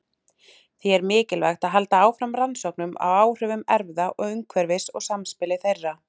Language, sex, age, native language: Icelandic, female, 30-39, Icelandic